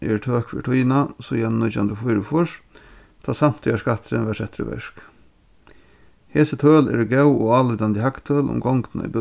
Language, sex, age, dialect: Faroese, male, 36-60, Norðurstreymoy/Eysturoy